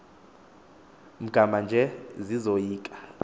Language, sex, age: Xhosa, male, 24